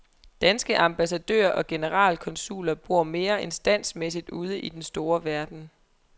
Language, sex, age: Danish, female, 23